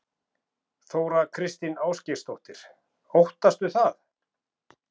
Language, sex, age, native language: Icelandic, male, 40-49, Icelandic